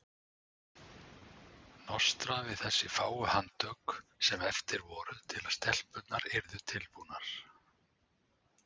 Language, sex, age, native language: Icelandic, male, 60-69, Icelandic